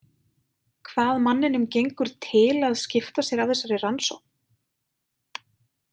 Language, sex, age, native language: Icelandic, female, 20-29, Icelandic